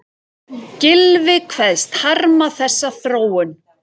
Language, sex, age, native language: Icelandic, female, 40-49, Icelandic